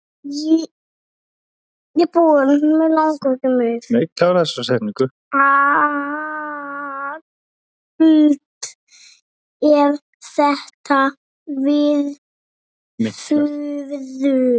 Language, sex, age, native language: Icelandic, male, 6, Icelandic